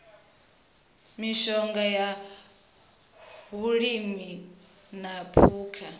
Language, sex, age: Venda, female, 23